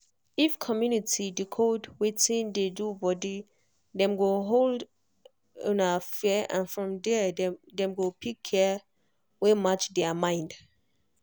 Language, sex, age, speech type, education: Nigerian Pidgin, female, 15-29, spontaneous, tertiary